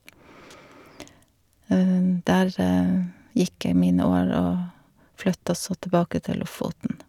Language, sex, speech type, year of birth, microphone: Norwegian, female, spontaneous, 1952, Shure